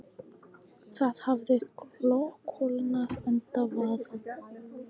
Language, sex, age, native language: Icelandic, female, 14, English